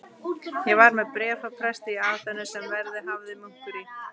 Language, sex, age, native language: Icelandic, female, 30-39, Icelandic